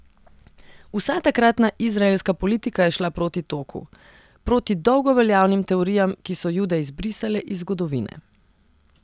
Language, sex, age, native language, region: Slovenian, female, 30-49, Serbian, Central Slovenia